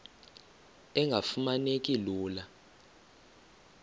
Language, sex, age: Xhosa, male, 24